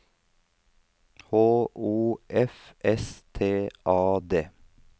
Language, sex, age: Norwegian, male, 39